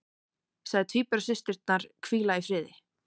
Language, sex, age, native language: Icelandic, female, 18-19, Icelandic